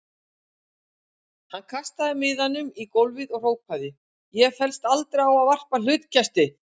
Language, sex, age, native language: Icelandic, female, 60-69, Icelandic